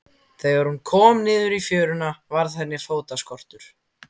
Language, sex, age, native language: Icelandic, male, 15, Icelandic